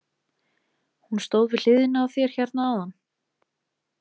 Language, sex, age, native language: Icelandic, female, 20-29, Icelandic